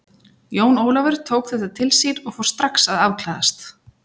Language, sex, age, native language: Icelandic, female, 40-49, Icelandic